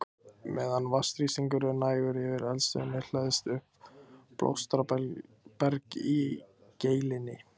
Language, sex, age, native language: Icelandic, male, 20-29, Icelandic